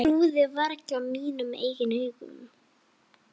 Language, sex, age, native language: Icelandic, female, 7, Icelandic